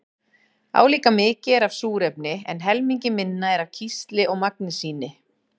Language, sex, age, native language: Icelandic, female, 40-49, Icelandic